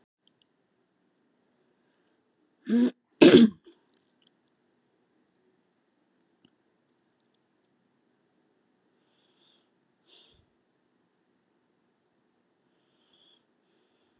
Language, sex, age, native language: Icelandic, female, 70-79, Icelandic